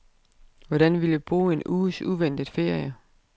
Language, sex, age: Danish, female, 32